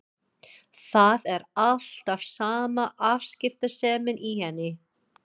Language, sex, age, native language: Icelandic, female, 40-49, English